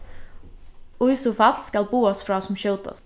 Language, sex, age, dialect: Faroese, female, 15-35, Norðurstreymoy/Eysturoy